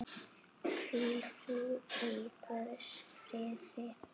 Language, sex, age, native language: Icelandic, female, 8, Icelandic